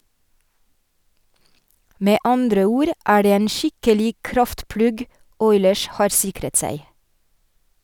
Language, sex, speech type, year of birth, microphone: Norwegian, female, read, 1971, Sennheiser